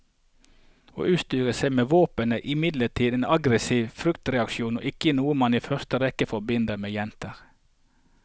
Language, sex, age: Norwegian, male, 48